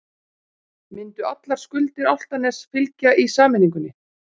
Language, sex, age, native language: Icelandic, female, 40-49, Icelandic